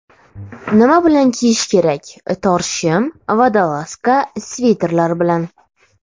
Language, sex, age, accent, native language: Uzbek, female, 18-24, Toshkent shahri, Uzbek